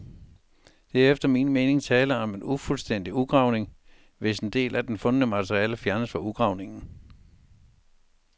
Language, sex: Danish, male